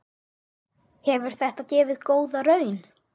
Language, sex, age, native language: Icelandic, male, 8, Icelandic